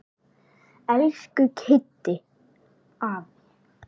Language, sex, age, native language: Icelandic, male, 8, Icelandic